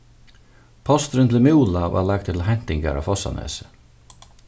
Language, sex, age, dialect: Faroese, male, 36-60, Suðurstreymoy